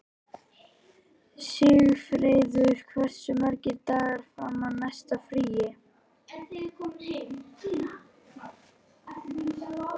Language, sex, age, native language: Icelandic, male, 11, Icelandic